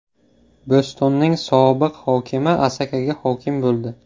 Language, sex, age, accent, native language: Uzbek, male, 18-24, Samarqand, Uzbek